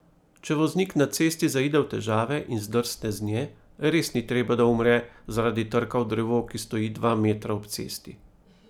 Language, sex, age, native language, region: Slovenian, male, 30-49, Slovenian, Primorsko-notranjska region